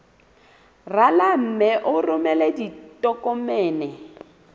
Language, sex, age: Southern Sotho, female, 27